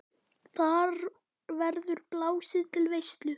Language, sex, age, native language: Icelandic, male, 9, Icelandic